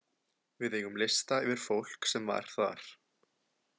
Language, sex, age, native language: Icelandic, male, 20-29, Icelandic